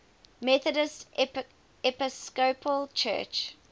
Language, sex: English, female